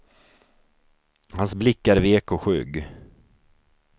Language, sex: Swedish, male